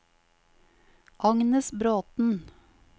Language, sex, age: Norwegian, female, 50